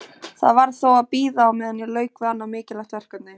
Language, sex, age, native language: Icelandic, female, 20-29, Icelandic